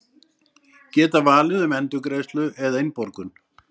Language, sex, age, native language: Icelandic, male, 60-69, Icelandic